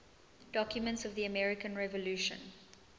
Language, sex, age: English, female, 20